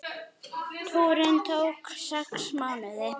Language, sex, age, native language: Icelandic, female, 9, Icelandic